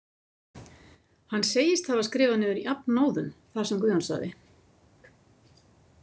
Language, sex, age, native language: Icelandic, female, 50-59, Icelandic